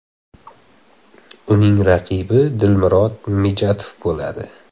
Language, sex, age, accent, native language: Uzbek, male, 18-24, Xorazm, Uzbek